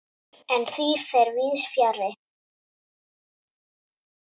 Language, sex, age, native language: Icelandic, female, 10, Icelandic